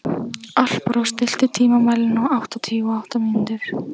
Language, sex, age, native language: Icelandic, female, 14, Icelandic